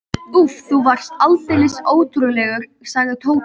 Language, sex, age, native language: Icelandic, female, 13, Icelandic